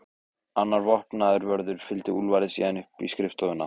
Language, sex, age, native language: Icelandic, male, 15, Icelandic